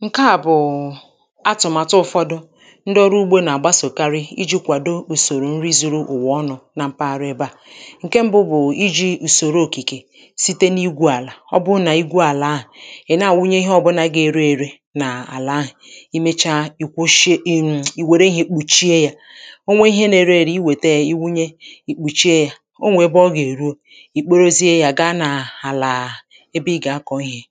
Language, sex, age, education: Igbo, female, 30-45, tertiary